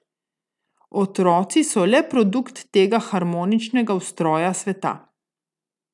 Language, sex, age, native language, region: Slovenian, female, 30-49, Slovenian, Gorica region